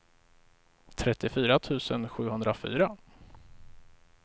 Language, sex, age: Swedish, male, 35